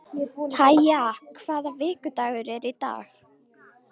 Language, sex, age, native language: Icelandic, female, 13, Icelandic